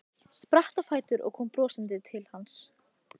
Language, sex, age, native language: Icelandic, female, 15, Icelandic